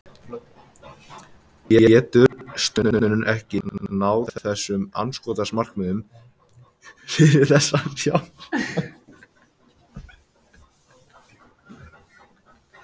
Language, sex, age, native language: Icelandic, male, 18-19, Icelandic